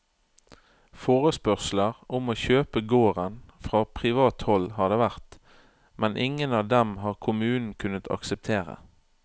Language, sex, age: Norwegian, male, 31